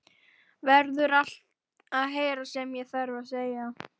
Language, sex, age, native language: Icelandic, female, 12, Icelandic